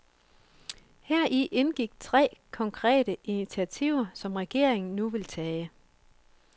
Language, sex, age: Danish, female, 24